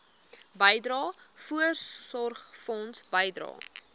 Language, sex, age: Afrikaans, female, 20